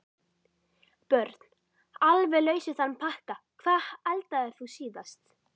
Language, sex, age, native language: Icelandic, female, 11, Icelandic